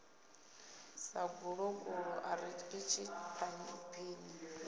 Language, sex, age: Venda, female, 19